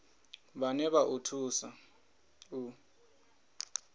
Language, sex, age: Venda, male, 22